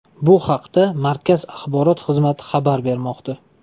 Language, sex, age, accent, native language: Uzbek, male, 18-24, Toshkent shahri, Uzbek